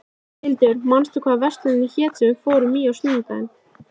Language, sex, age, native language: Icelandic, female, 13, Icelandic